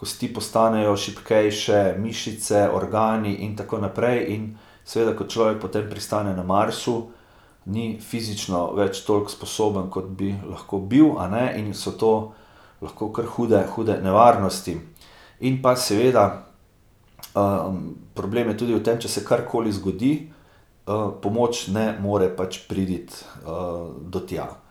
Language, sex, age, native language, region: Slovenian, male, 50-59, Slovenian, Gorica region